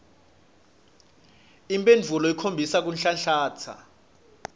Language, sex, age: Swati, male, 26